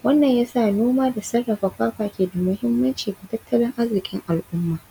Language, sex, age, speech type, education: Hausa, female, 15-29, spontaneous, tertiary